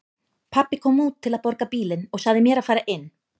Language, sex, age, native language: Icelandic, female, 30-39, Icelandic